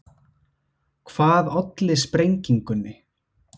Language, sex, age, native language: Icelandic, male, 20-29, Icelandic